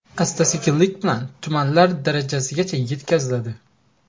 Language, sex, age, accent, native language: Uzbek, male, 18-24, Xorazm, Uzbek